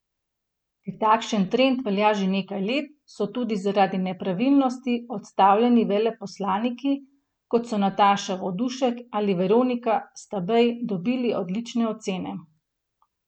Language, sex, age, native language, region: Slovenian, female, 30-49, Slovenian, Gorenjska region